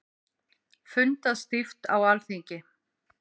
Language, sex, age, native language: Icelandic, female, 50-59, Icelandic